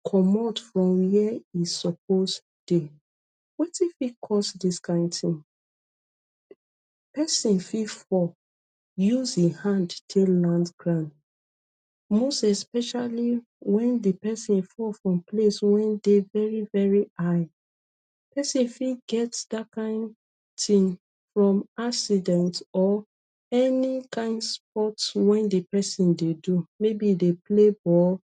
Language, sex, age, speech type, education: Nigerian Pidgin, female, 30-45, spontaneous, tertiary